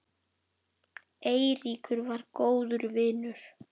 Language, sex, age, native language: Icelandic, male, 10, Icelandic